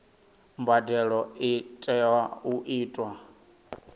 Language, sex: Venda, male